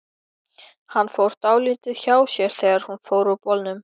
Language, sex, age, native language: Icelandic, male, 13, Icelandic